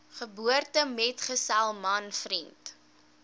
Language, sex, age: Afrikaans, female, 18